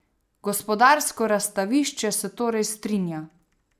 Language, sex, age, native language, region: Slovenian, female, 30-49, Slovenian, Savinja region